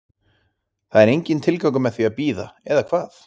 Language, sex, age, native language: Icelandic, male, 30-39, Icelandic